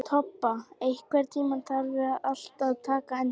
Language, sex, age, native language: Icelandic, female, 18-19, Icelandic